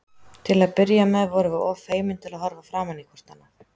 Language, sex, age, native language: Icelandic, female, 30-39, Icelandic